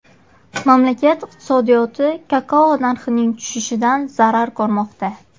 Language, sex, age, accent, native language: Uzbek, female, 18-24, Qashqadaryo, Uzbek